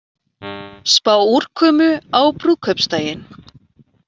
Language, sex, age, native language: Icelandic, female, 40-49, Icelandic